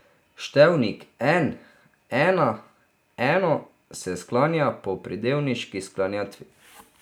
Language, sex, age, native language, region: Slovenian, male, 30-49, Slovenian, Drava region